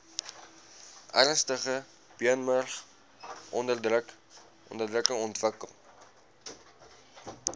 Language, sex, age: Afrikaans, male, 19